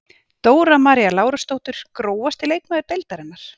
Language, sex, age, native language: Icelandic, female, 40-49, Icelandic